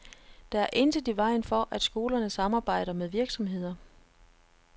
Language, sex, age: Danish, female, 33